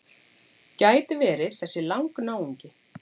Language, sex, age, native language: Icelandic, female, 40-49, Icelandic